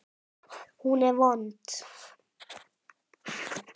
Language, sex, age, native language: Icelandic, male, 18-19, Icelandic